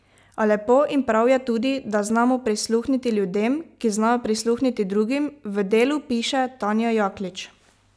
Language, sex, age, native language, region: Slovenian, female, 18-29, Slovenian, Pomurje region